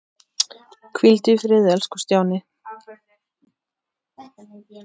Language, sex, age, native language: Icelandic, male, 7, Icelandic